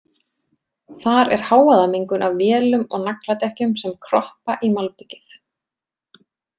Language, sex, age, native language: Icelandic, female, 30-39, Icelandic